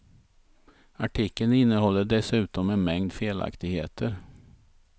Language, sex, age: Swedish, male, 51